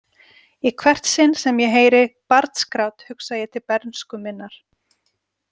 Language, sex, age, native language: Icelandic, female, 40-49, Icelandic